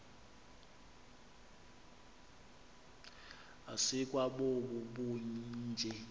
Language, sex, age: Xhosa, male, 26